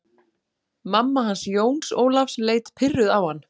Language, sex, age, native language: Icelandic, female, 40-49, Icelandic